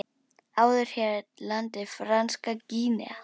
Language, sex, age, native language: Icelandic, female, 10, Icelandic